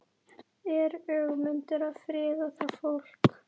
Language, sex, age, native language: Icelandic, female, 11, Icelandic